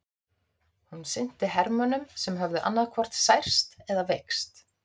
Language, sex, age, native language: Icelandic, female, 30-39, Icelandic